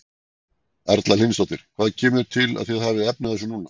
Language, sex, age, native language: Icelandic, male, 40-49, Icelandic